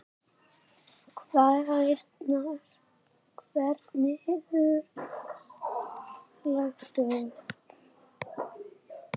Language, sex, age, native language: Icelandic, male, 8, Icelandic